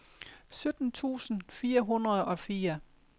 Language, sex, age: Danish, female, 50